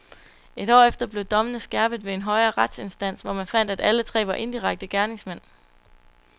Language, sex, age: Danish, female, 22